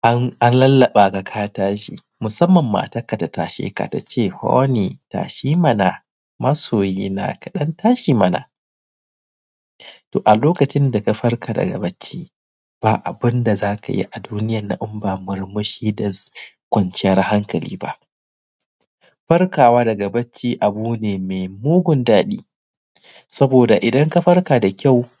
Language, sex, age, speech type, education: Hausa, male, 15-29, spontaneous, primary